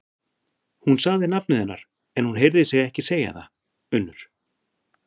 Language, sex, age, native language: Icelandic, male, 40-49, Icelandic